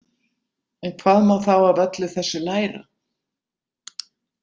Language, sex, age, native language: Icelandic, female, 60-69, Icelandic